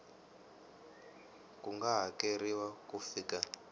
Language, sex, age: Tsonga, male, 18